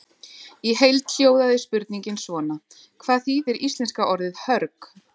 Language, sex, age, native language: Icelandic, female, 30-39, Icelandic